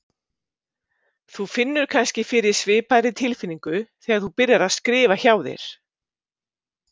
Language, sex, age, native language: Icelandic, female, 50-59, Icelandic